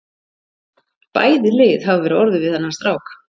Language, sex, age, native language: Icelandic, female, 40-49, Icelandic